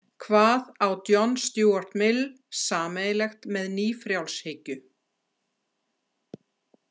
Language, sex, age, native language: Icelandic, female, 60-69, Icelandic